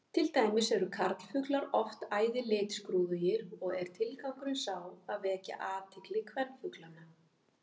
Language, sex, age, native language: Icelandic, female, 50-59, Icelandic